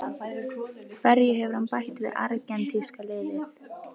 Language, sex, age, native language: Icelandic, female, 18-19, Icelandic